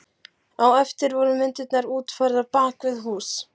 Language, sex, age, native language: Icelandic, male, 12, Icelandic